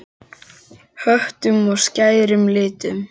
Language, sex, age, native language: Icelandic, male, 10, Icelandic